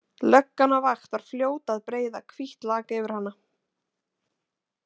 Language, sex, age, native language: Icelandic, female, 20-29, Icelandic